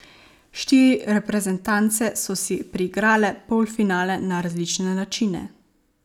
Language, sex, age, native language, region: Slovenian, female, 18-29, Slovenian, Savinja region